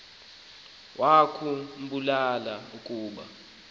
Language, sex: Xhosa, male